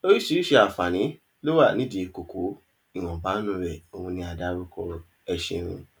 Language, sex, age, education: Yoruba, male, 15-29, tertiary